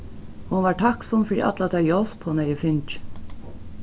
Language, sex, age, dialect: Faroese, female, 36-60, Norðuroyggjar